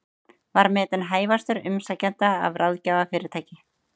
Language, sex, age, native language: Icelandic, female, 30-39, Icelandic